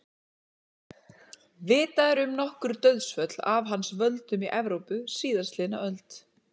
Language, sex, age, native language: Icelandic, female, 30-39, Icelandic